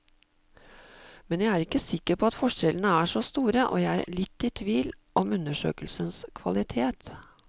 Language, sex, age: Norwegian, female, 52